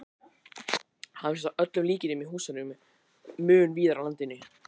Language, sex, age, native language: Icelandic, male, 20-29, Icelandic